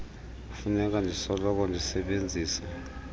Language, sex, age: Xhosa, male, 38